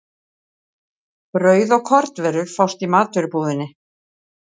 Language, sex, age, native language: Icelandic, female, 60-69, Icelandic